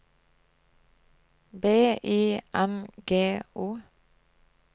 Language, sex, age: Norwegian, female, 25